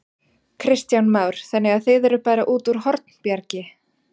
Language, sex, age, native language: Icelandic, female, 40-49, Icelandic